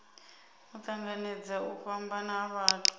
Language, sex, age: Venda, female, 26